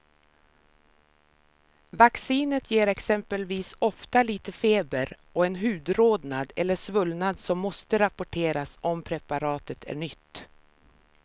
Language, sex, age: Swedish, female, 53